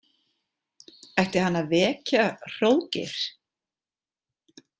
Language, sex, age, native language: Icelandic, female, 40-49, Icelandic